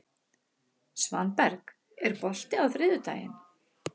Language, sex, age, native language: Icelandic, female, 60-69, Icelandic